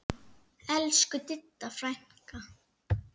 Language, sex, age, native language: Icelandic, female, 8, Icelandic